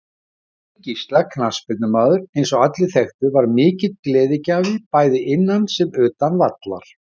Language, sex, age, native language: Icelandic, male, 50-59, Icelandic